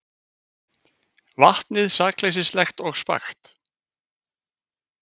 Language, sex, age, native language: Icelandic, male, 50-59, Icelandic